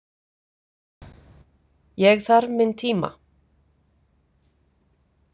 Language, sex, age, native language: Icelandic, female, 50-59, Icelandic